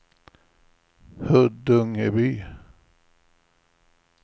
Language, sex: Swedish, male